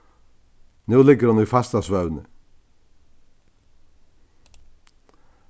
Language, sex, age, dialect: Faroese, male, 61+, Vágar